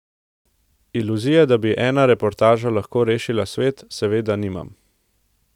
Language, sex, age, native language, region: Slovenian, male, 18-29, Slovenian, Central Slovenia